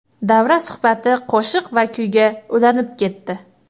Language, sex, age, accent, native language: Uzbek, female, 18-24, Toshkent shahri, Uzbek